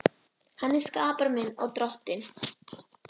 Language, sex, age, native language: Icelandic, female, 11, Icelandic